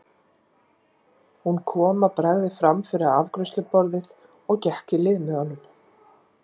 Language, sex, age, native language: Icelandic, female, 40-49, Icelandic